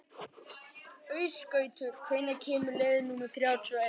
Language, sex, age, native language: Icelandic, male, 11, Icelandic